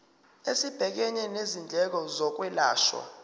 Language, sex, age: Zulu, male, 29